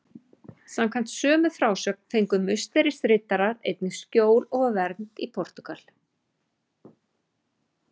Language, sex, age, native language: Icelandic, female, 40-49, Icelandic